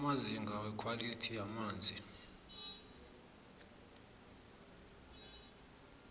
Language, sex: South Ndebele, male